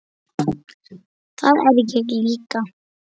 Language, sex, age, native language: Icelandic, female, 8, Icelandic